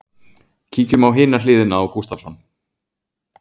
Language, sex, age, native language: Icelandic, male, 40-49, Icelandic